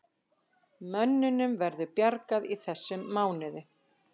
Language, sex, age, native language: Icelandic, female, 50-59, Icelandic